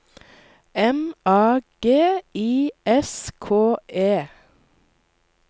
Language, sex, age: Norwegian, female, 19